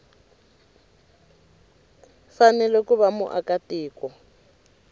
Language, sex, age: Tsonga, female, 19